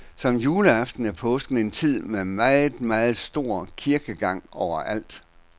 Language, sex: Danish, male